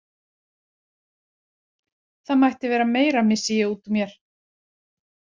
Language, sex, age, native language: Icelandic, female, 40-49, Icelandic